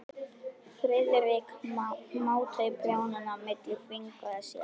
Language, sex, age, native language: Icelandic, female, 11, Icelandic